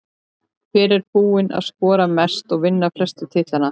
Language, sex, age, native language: Icelandic, female, 13, Icelandic